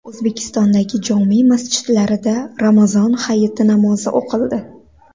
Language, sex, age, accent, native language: Uzbek, female, 19-29, Andijon, Uzbek